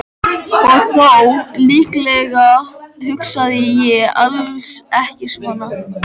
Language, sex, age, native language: Icelandic, male, 13, Icelandic